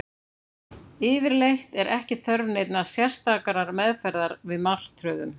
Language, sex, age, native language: Icelandic, female, 50-59, Icelandic